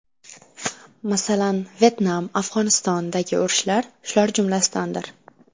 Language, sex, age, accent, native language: Uzbek, female, 12-17, Samarqand, Uzbek